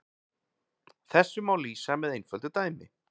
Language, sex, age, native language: Icelandic, male, 40-49, Icelandic